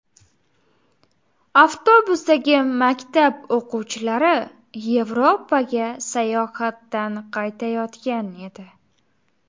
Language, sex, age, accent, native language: Uzbek, female, 18-24, Farg'ona, Uzbek